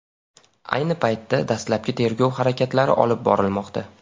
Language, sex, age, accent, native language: Uzbek, male, 18-24, Farg'ona, Uzbek